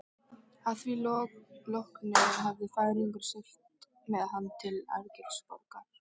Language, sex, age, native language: Icelandic, female, 13, Icelandic